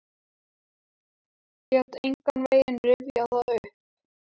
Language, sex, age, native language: Icelandic, male, 12, Icelandic